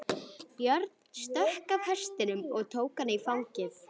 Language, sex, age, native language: Icelandic, female, 11, Icelandic